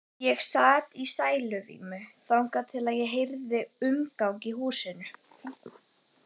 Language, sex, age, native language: Icelandic, male, 30-39, Icelandic